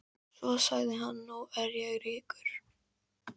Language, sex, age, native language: Icelandic, female, 13, Icelandic